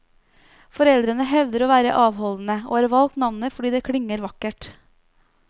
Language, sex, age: Norwegian, female, 29